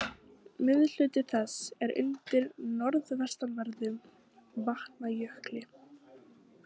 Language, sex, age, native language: Icelandic, female, 18-19, Icelandic